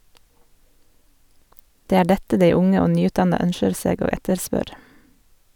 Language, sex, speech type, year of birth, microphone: Norwegian, female, read, 1978, Sennheiser